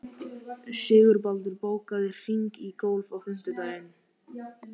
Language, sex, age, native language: Icelandic, male, 13, Icelandic